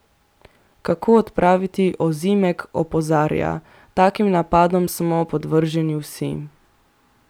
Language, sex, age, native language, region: Slovenian, female, 18-29, Slovenian, Central Slovenia